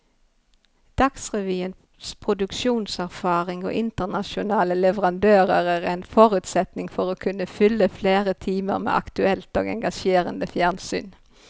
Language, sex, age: Norwegian, female, 51